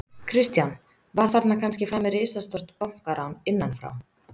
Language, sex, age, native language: Icelandic, female, 30-39, Icelandic